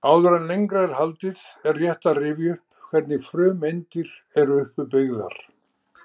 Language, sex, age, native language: Icelandic, male, 70-79, Icelandic